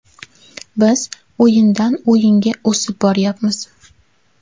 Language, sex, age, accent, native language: Uzbek, female, 18-24, Navoiy, Uzbek